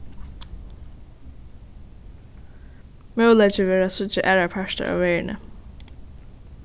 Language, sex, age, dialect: Faroese, female, 15-35, Suðuroy